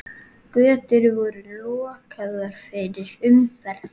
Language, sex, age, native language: Icelandic, male, 8, Icelandic